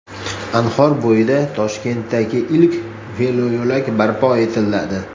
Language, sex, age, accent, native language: Uzbek, male, 35+, Toshkent shahri, Uzbek